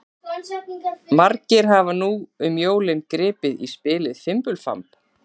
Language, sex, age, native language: Icelandic, female, 40-49, Icelandic